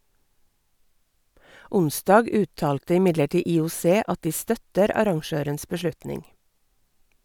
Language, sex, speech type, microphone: Norwegian, female, read, Sennheiser